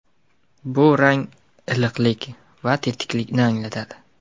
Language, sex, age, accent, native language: Uzbek, male, 19-29, Jizzax, Uzbek